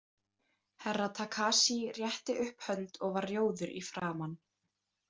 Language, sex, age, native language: Icelandic, female, 18-19, Icelandic